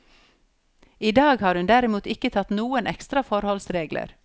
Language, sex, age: Norwegian, female, 54